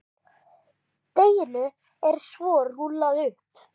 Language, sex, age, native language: Icelandic, male, 10, Icelandic